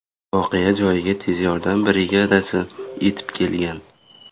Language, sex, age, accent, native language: Uzbek, male, 18-24, Surxondaryo, Uzbek